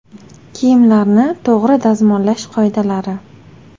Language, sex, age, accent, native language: Uzbek, female, 18-24, Toshkent shahri, Uzbek